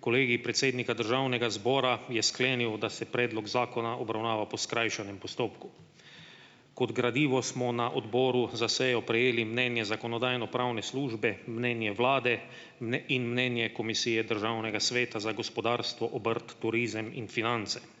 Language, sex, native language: Slovenian, male, Slovenian